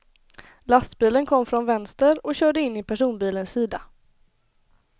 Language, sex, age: Swedish, female, 21